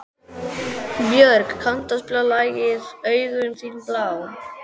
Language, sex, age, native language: Icelandic, male, 12, Icelandic